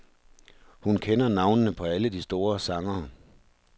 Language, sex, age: Danish, male, 43